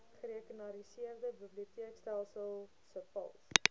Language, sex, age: Afrikaans, female, 19